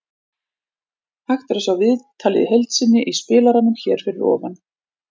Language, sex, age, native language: Icelandic, female, 40-49, Icelandic